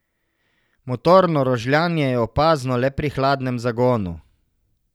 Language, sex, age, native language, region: Slovenian, male, 50-59, Slovenian, Savinja region